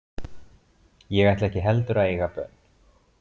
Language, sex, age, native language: Icelandic, male, 20-29, Icelandic